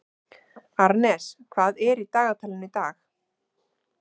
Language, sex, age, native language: Icelandic, female, 30-39, Icelandic